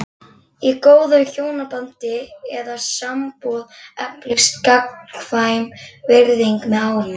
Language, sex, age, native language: Icelandic, female, 11, Icelandic